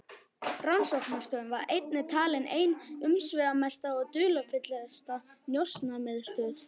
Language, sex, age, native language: Icelandic, male, 11, Icelandic